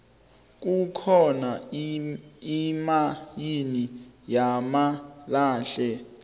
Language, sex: South Ndebele, male